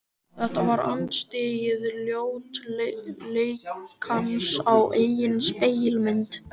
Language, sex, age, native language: Icelandic, male, 13, Icelandic